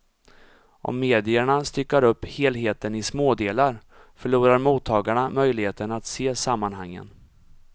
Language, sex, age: Swedish, male, 34